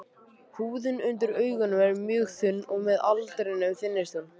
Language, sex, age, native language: Icelandic, male, 18-19, Icelandic